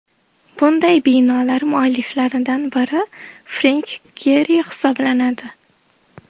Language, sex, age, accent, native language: Uzbek, female, 18-24, Namangan, Uzbek